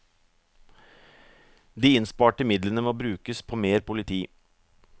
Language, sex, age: Norwegian, male, 44